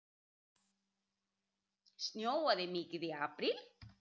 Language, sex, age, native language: Icelandic, female, 30-39, Icelandic